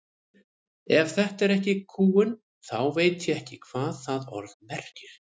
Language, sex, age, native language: Icelandic, male, 30-39, Icelandic